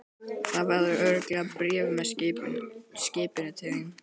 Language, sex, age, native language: Icelandic, male, 12, Icelandic